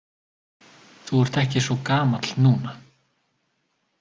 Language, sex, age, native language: Icelandic, male, 20-29, Icelandic